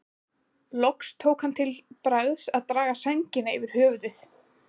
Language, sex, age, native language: Icelandic, female, 20-29, Icelandic